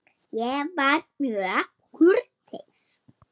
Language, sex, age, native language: Icelandic, female, 20-29, Icelandic